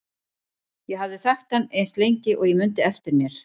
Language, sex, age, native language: Icelandic, female, 40-49, Icelandic